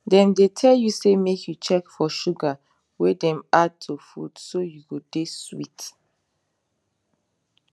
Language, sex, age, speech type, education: Nigerian Pidgin, female, 15-29, spontaneous, tertiary